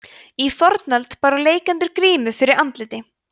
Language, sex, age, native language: Icelandic, female, 20-29, Icelandic